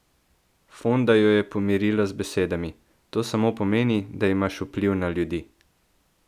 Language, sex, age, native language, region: Slovenian, male, 18-29, Slovenian, Central Slovenia